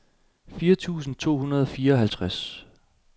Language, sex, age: Danish, male, 27